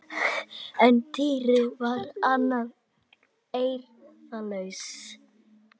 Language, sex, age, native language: Icelandic, male, 18-19, Icelandic